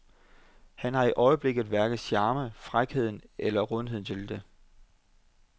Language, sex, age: Danish, male, 25